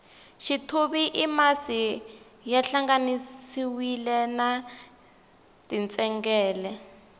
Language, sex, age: Tsonga, female, 19